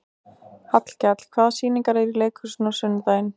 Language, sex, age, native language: Icelandic, female, 60-69, Icelandic